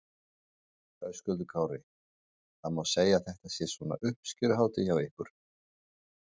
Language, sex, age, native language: Icelandic, male, 40-49, Icelandic